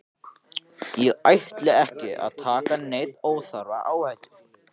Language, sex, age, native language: Icelandic, male, 14, Icelandic